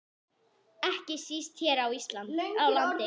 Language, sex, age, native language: Icelandic, female, 10, Icelandic